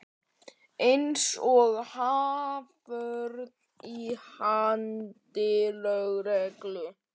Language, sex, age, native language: Icelandic, male, 11, Icelandic